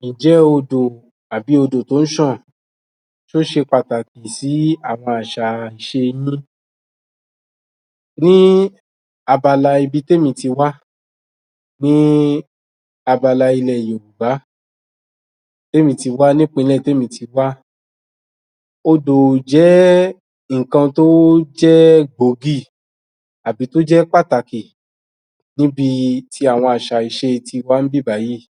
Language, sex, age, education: Yoruba, male, 30-45, tertiary